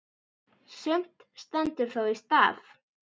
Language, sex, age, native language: Icelandic, female, 10, Icelandic